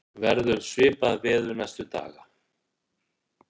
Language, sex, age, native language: Icelandic, male, 60-69, Icelandic